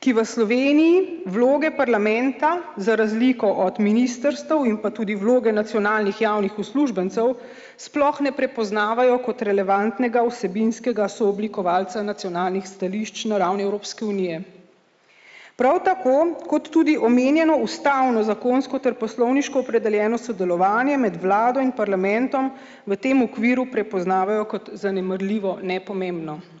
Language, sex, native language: Slovenian, female, Slovenian